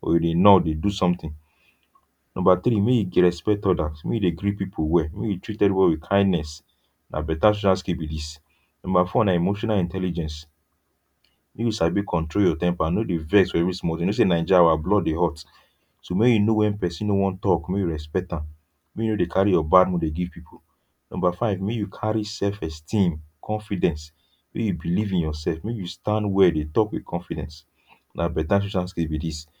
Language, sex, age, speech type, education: Nigerian Pidgin, male, 15-29, spontaneous, tertiary